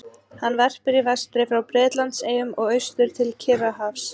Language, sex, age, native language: Icelandic, female, 30-39, Icelandic